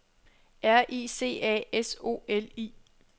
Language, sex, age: Danish, female, 21